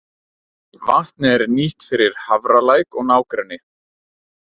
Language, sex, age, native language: Icelandic, male, 30-39, Icelandic